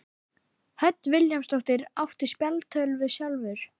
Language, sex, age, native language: Icelandic, female, 12, Icelandic